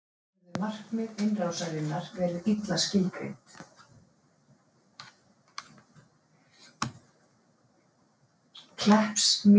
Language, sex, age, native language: Icelandic, female, 50-59, Icelandic